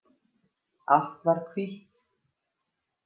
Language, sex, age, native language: Icelandic, female, 50-59, Icelandic